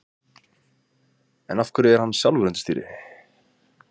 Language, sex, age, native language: Icelandic, male, 20-29, Icelandic